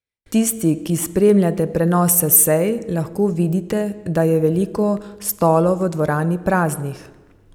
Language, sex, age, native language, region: Slovenian, female, 50-59, Slovenian, Savinja region